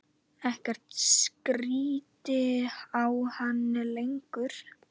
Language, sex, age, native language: Icelandic, male, 9, Icelandic